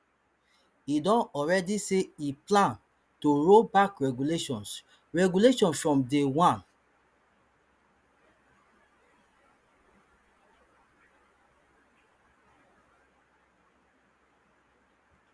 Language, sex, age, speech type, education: Nigerian Pidgin, male, 30-45, spontaneous, tertiary